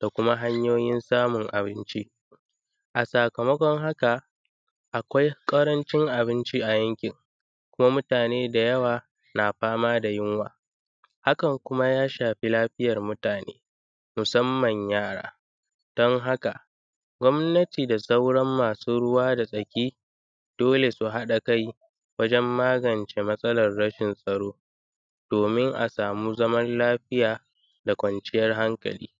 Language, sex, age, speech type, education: Hausa, male, 15-29, spontaneous, secondary